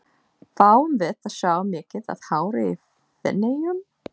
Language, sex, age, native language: Icelandic, female, 40-49, English